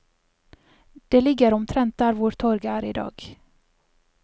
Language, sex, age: Norwegian, female, 28